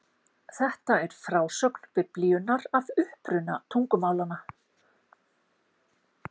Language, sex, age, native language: Icelandic, female, 50-59, Icelandic